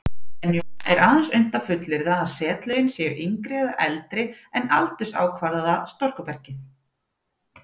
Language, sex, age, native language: Icelandic, female, 40-49, Icelandic